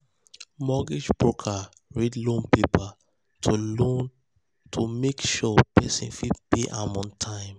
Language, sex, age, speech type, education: Nigerian Pidgin, male, 15-29, spontaneous, tertiary